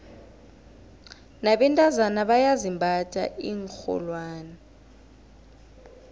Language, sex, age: South Ndebele, female, 18